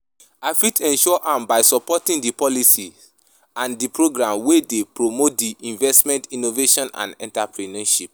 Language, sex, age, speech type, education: Nigerian Pidgin, female, 15-29, spontaneous, tertiary